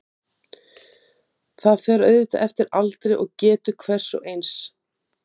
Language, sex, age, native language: Icelandic, female, 50-59, Icelandic